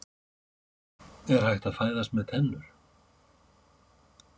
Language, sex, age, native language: Icelandic, male, 50-59, Icelandic